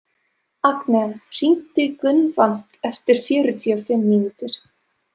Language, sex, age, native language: Icelandic, female, 30-39, Serbo-Croatian